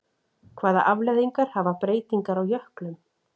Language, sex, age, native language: Icelandic, female, 40-49, Icelandic